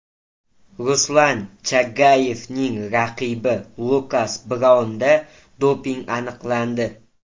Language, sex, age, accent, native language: Uzbek, male, 18-24, Toshkent viloyati, Uzbek